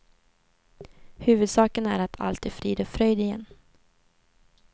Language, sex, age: Swedish, female, 24